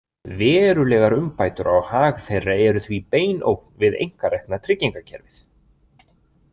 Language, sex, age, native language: Icelandic, male, 20-29, Icelandic